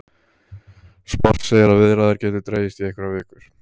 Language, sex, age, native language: Icelandic, male, 30-39, Icelandic